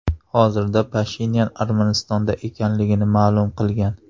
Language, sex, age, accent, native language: Uzbek, male, 25-34, Namangan, Uzbek